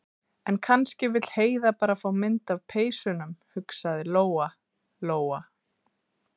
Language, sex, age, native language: Icelandic, female, 30-39, Icelandic